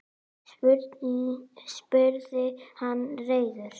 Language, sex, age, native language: Icelandic, female, 8, Icelandic